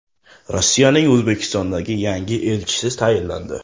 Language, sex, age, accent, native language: Uzbek, male, 18-24, Toshkent shahri, Uzbek